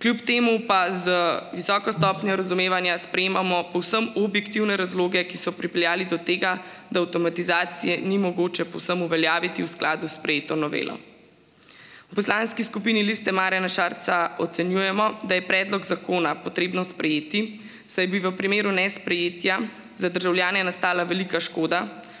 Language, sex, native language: Slovenian, female, Slovenian